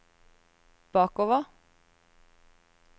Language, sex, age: Norwegian, female, 30